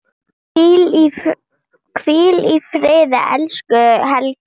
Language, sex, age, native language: Icelandic, female, 9, Icelandic